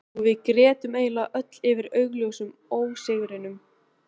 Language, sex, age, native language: Icelandic, female, 13, Icelandic